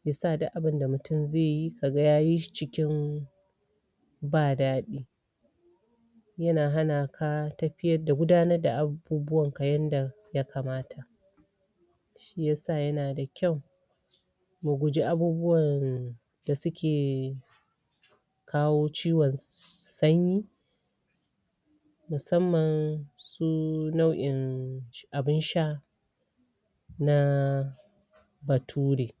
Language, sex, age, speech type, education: Hausa, female, 46-60, spontaneous, tertiary